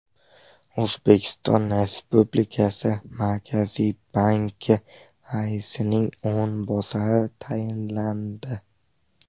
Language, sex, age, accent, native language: Uzbek, male, 12-17, Farg'ona, Uzbek